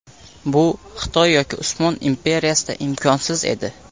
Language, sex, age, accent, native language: Uzbek, male, 18-24, Samarqand, Uzbek